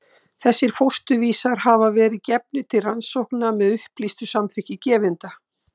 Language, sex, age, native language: Icelandic, female, 60-69, Icelandic